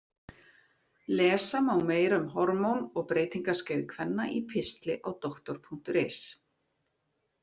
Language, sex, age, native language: Icelandic, female, 40-49, Icelandic